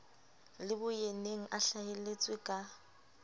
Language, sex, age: Southern Sotho, female, 25